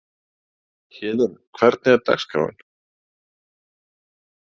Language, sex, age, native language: Icelandic, male, 30-39, Icelandic